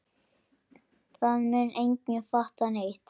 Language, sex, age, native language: Icelandic, male, 10, Icelandic